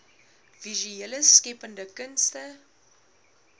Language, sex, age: Afrikaans, female, 21